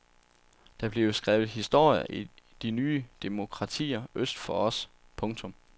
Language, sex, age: Danish, male, 27